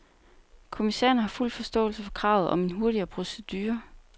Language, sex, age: Danish, female, 29